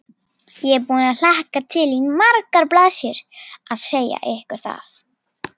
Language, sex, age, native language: Icelandic, female, 40-49, Icelandic